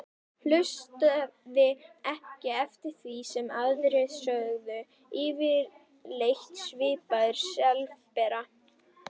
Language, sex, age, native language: Icelandic, female, 11, Icelandic